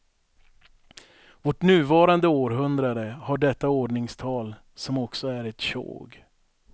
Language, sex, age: Swedish, male, 42